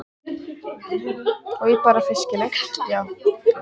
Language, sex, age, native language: Icelandic, female, 20-29, Icelandic